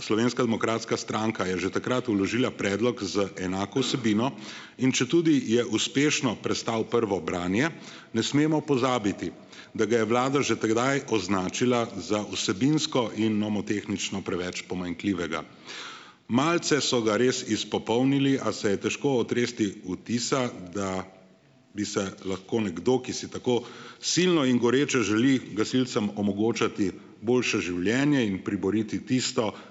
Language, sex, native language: Slovenian, male, Slovenian